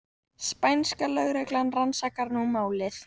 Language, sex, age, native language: Icelandic, female, 18-19, Icelandic